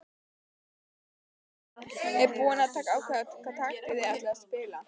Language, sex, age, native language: Icelandic, female, 12, Icelandic